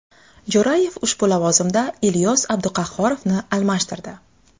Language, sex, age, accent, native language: Uzbek, female, 25-34, Xorazm, Uzbek